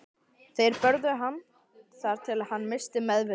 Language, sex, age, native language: Icelandic, male, 13, Icelandic